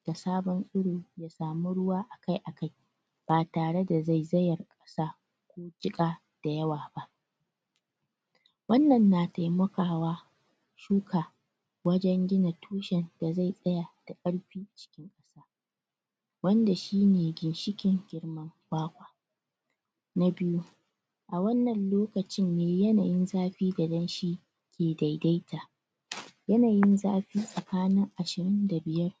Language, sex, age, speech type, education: Hausa, female, 30-45, spontaneous, tertiary